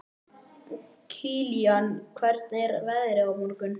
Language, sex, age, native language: Icelandic, male, 11, Icelandic